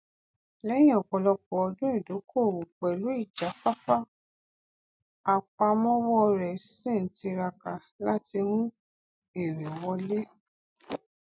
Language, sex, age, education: Yoruba, female, 46-60, tertiary